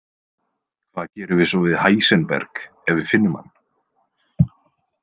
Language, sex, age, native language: Icelandic, male, 20-29, Icelandic